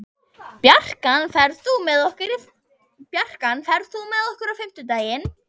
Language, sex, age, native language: Icelandic, female, 11, Icelandic